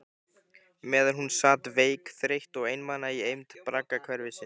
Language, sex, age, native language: Icelandic, male, 15, Icelandic